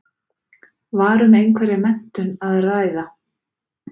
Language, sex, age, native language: Icelandic, female, 40-49, Icelandic